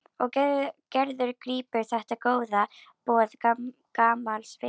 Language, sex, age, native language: Icelandic, female, 11, Icelandic